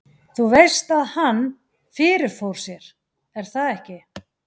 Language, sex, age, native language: Icelandic, female, 40-49, Icelandic